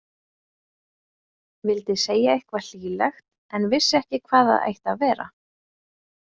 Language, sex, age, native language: Icelandic, female, 20-29, Icelandic